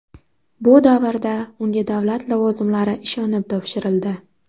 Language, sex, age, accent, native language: Uzbek, female, 19-29, Navoiy, Uzbek